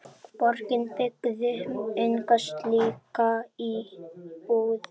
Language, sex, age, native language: Icelandic, female, 8, Icelandic